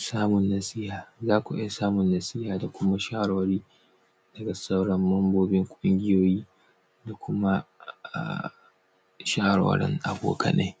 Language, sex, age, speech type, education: Hausa, male, 15-29, spontaneous, tertiary